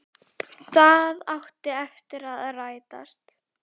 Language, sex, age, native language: Icelandic, female, 10, Icelandic